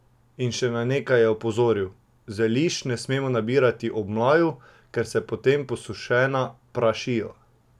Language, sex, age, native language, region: Slovenian, male, 18-29, Slovenian, Drava region